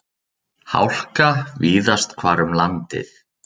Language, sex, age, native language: Icelandic, male, 30-39, Icelandic